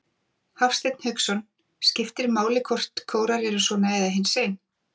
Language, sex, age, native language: Icelandic, female, 40-49, Icelandic